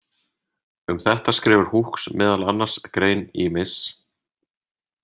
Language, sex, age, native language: Icelandic, male, 30-39, Icelandic